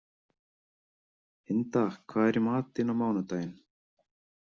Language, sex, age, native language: Icelandic, male, 30-39, Icelandic